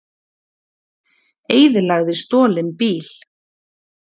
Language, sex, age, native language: Icelandic, female, 40-49, Icelandic